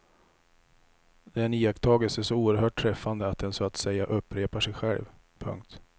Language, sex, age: Swedish, male, 34